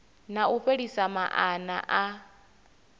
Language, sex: Venda, female